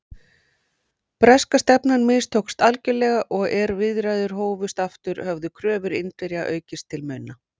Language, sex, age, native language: Icelandic, female, 40-49, Icelandic